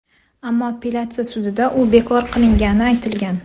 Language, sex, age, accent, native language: Uzbek, female, 25-34, Toshkent shahri, Uzbek